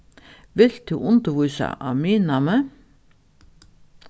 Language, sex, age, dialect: Faroese, female, 36-60, Norðuroyggjar